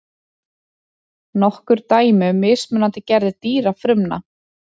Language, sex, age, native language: Icelandic, female, 30-39, Icelandic